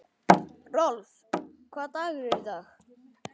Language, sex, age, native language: Icelandic, male, 11, Icelandic